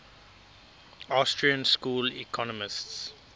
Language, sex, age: English, male, 22